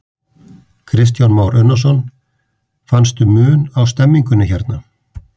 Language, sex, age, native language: Icelandic, male, 50-59, Icelandic